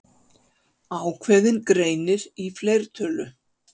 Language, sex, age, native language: Icelandic, female, 50-59, Icelandic